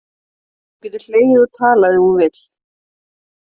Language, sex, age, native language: Icelandic, female, 30-39, Icelandic